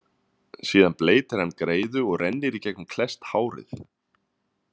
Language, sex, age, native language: Icelandic, male, 30-39, Icelandic